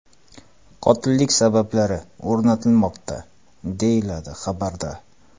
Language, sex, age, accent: Uzbek, male, 25-34, Qoraqalpog'iston